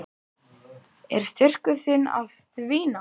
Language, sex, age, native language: Icelandic, male, 10, Icelandic